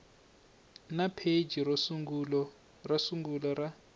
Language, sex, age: Tsonga, male, 21